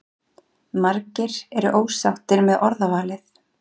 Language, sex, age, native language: Icelandic, female, 40-49, Icelandic